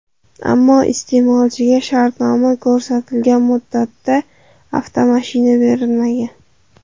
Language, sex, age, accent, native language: Uzbek, male, 18-24, Andijon, Uzbek